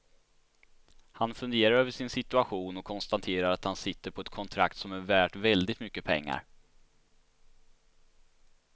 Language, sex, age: Swedish, male, 16